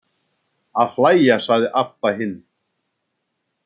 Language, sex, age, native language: Icelandic, male, 60-69, Icelandic